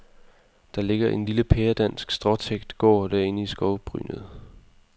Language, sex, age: Danish, male, 20